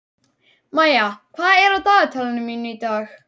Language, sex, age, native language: Icelandic, male, 11, Icelandic